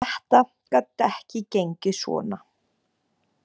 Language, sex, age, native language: Icelandic, female, 20-29, Icelandic